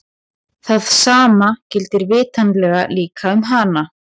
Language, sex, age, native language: Icelandic, female, 20-29, Icelandic